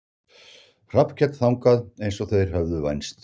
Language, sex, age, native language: Icelandic, male, 60-69, Icelandic